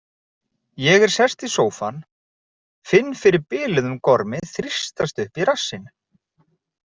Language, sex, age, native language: Icelandic, male, 40-49, Icelandic